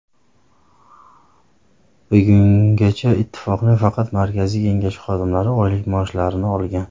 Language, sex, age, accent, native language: Uzbek, male, 30-39, Farg'ona, Uzbek